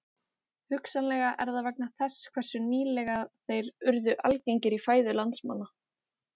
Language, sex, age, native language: Icelandic, female, 18-19, Icelandic